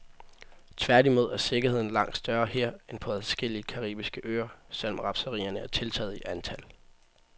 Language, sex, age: Danish, male, 18